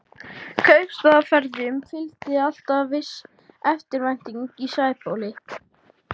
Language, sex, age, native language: Icelandic, female, 40-49, Icelandic